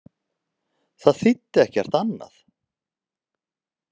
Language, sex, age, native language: Icelandic, male, 30-39, Icelandic